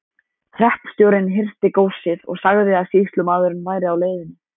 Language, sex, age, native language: Icelandic, male, 14, Icelandic